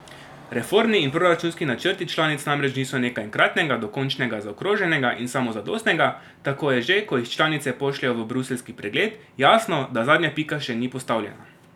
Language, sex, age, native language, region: Slovenian, male, 18-29, Slovenian, Drava region